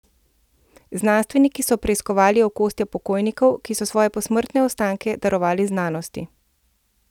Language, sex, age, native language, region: Slovenian, female, 30-49, Slovenian, Central Slovenia